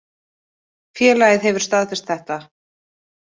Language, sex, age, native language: Icelandic, female, 20-29, Icelandic